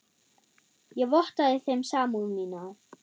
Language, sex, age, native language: Icelandic, female, 9, German